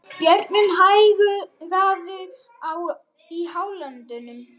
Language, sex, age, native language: Icelandic, female, 30-39, Swedish